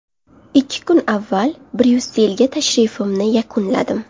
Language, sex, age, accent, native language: Uzbek, female, under 19, Qashqadaryo, Uzbek